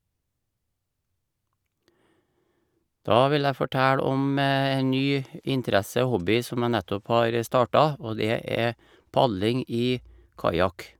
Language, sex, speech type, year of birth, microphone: Norwegian, male, spontaneous, 1956, Shure